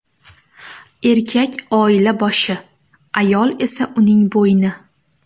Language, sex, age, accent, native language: Uzbek, female, 18-24, Namangan, Uzbek